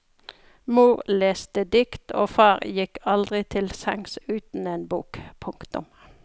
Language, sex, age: Norwegian, female, 42